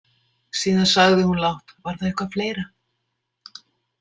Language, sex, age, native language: Icelandic, female, 60-69, Icelandic